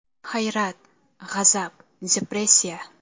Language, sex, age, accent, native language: Uzbek, female, under 19, Toshkent shahri, Uzbek